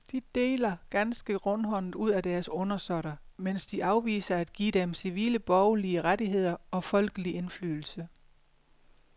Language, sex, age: Danish, female, 50